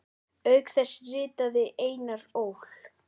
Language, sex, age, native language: Icelandic, female, 9, Icelandic